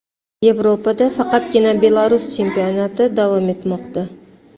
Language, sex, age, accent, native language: Uzbek, female, 35+, Toshkent shahri, Uzbek